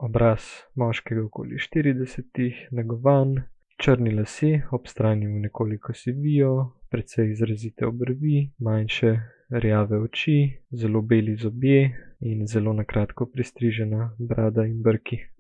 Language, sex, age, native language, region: Slovenian, male, 18-29, Slovenian, Gorica region